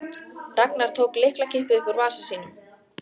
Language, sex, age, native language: Icelandic, female, 14, Icelandic